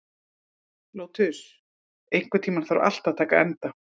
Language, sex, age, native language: Icelandic, female, 30-39, Icelandic